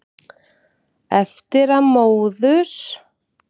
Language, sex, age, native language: Icelandic, female, 30-39, Icelandic